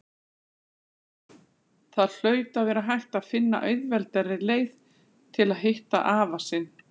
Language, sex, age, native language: Icelandic, female, 40-49, Icelandic